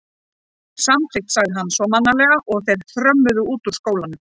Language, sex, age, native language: Icelandic, female, 40-49, Icelandic